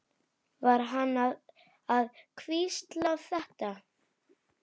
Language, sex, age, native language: Icelandic, female, 8, Icelandic